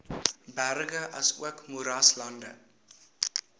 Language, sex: Afrikaans, male